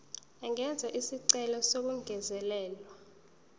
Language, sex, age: Zulu, female, 19